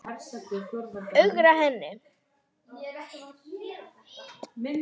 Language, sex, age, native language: Icelandic, male, 9, Icelandic